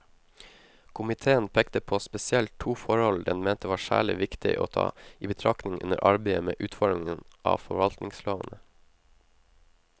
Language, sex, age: Norwegian, male, 19